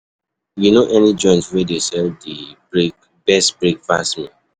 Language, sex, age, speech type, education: Nigerian Pidgin, male, 15-29, spontaneous, tertiary